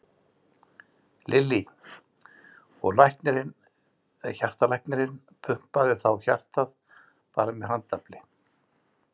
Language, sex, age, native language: Icelandic, male, 60-69, Icelandic